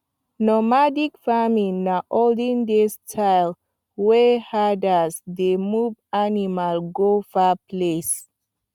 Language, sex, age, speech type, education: Nigerian Pidgin, female, 15-29, spontaneous, tertiary